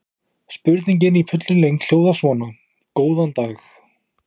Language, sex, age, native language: Icelandic, male, 20-29, Icelandic